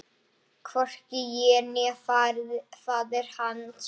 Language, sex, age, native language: Icelandic, female, 8, Icelandic